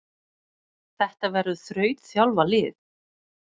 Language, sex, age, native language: Icelandic, female, 30-39, Icelandic